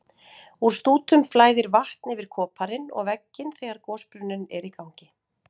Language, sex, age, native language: Icelandic, female, 40-49, Icelandic